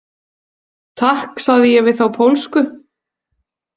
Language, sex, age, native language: Icelandic, female, 40-49, Icelandic